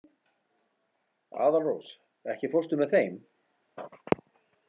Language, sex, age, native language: Icelandic, male, 40-49, Icelandic